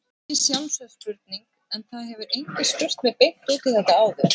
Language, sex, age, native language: Icelandic, female, 30-39, Icelandic